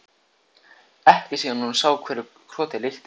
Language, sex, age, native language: Icelandic, male, 14, Icelandic